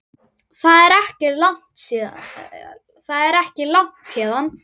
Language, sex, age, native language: Icelandic, male, 9, Icelandic